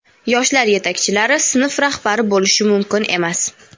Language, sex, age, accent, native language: Uzbek, female, 19-29, Toshkent viloyati, Uzbek